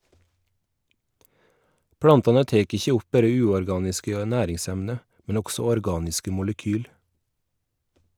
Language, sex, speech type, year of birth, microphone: Norwegian, male, read, 1981, Shure